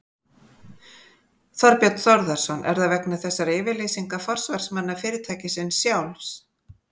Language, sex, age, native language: Icelandic, female, 50-59, Icelandic